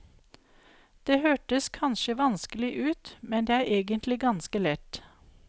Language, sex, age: Norwegian, female, 52